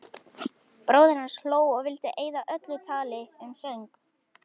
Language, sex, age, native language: Icelandic, male, 11, Icelandic